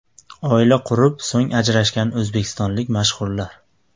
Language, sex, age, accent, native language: Uzbek, male, 25-34, Andijon, Uzbek